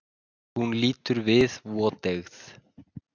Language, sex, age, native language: Icelandic, male, 20-29, Icelandic